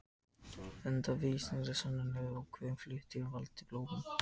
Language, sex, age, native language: Icelandic, other, 60-69, Icelandic